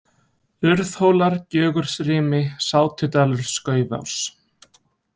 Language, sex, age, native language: Icelandic, male, 20-29, Icelandic